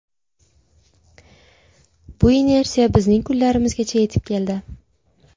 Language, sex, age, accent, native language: Uzbek, female, 18-24, Buxoro, Uzbek